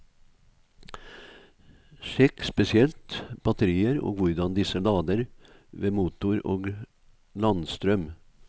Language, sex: Norwegian, male